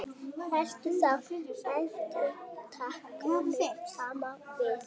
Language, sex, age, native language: Icelandic, male, 8, Icelandic